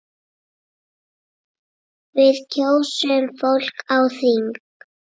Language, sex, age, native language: Icelandic, male, 8, Icelandic